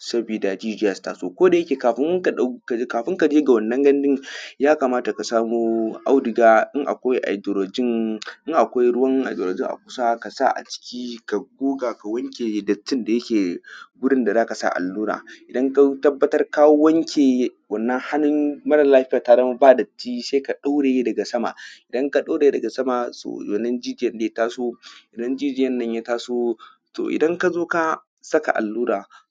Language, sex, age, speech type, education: Hausa, male, 15-29, spontaneous, tertiary